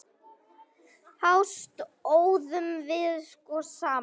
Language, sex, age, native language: Icelandic, female, 9, Icelandic